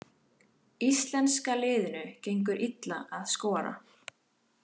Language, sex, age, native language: Icelandic, female, 18-19, Icelandic